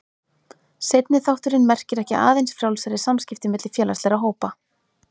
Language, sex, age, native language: Icelandic, female, 30-39, Icelandic